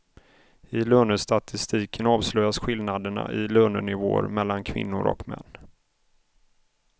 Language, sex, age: Swedish, male, 31